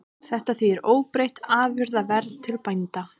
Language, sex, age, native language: Icelandic, female, 30-39, Icelandic